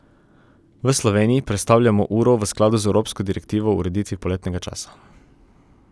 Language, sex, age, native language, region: Slovenian, male, 18-29, Slovenian, Coastal Karst region